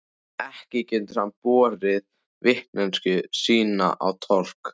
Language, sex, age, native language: Icelandic, male, 14, Icelandic